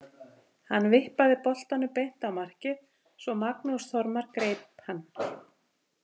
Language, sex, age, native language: Icelandic, female, 50-59, Icelandic